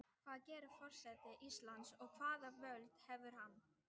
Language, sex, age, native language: Icelandic, female, 18-19, Icelandic